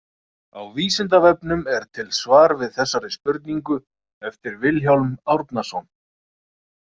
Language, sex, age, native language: Icelandic, male, 30-39, Icelandic